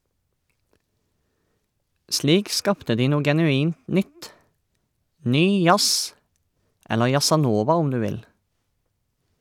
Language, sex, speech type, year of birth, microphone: Norwegian, male, read, 1989, Shure